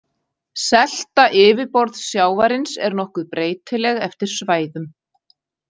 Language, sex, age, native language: Icelandic, female, 40-49, Icelandic